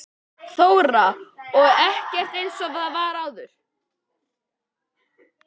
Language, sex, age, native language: Icelandic, male, 11, Icelandic